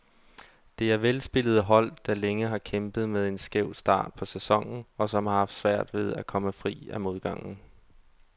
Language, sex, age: Danish, male, 32